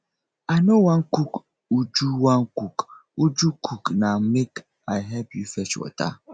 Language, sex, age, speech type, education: Nigerian Pidgin, male, 30-45, spontaneous, tertiary